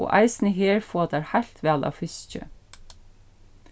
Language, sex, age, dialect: Faroese, female, 36-60, Suðurstreymoy